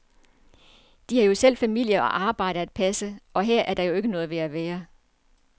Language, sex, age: Danish, female, 47